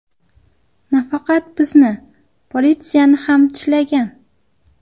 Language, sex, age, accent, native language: Uzbek, female, 19-29, Farg'ona, Uzbek